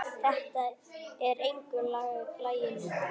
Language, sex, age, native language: Icelandic, female, 10, Icelandic